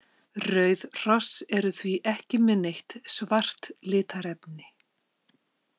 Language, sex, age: Icelandic, female, 50-59